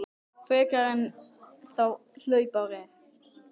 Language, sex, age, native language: Icelandic, male, 10, Icelandic